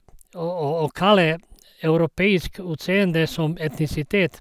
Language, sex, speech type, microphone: Norwegian, male, spontaneous, Sennheiser